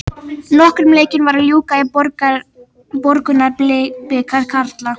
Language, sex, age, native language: Icelandic, female, 18-19, Icelandic